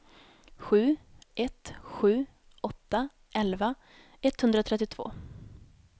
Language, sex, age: Swedish, female, 19